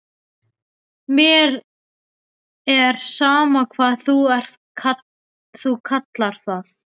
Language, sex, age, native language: Icelandic, male, 12, Icelandic